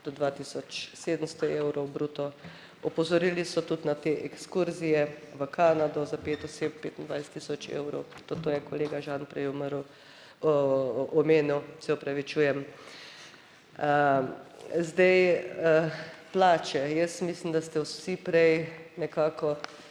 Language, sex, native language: Slovenian, female, Slovenian